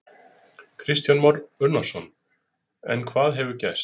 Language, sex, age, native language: Icelandic, male, 30-39, Icelandic